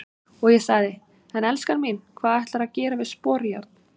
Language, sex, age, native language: Icelandic, female, 30-39, Icelandic